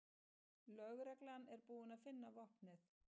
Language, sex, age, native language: Icelandic, female, 50-59, Icelandic